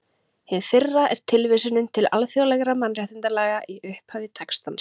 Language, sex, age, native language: Icelandic, female, 30-39, Icelandic